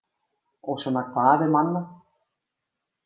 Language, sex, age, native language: Icelandic, female, 50-59, Icelandic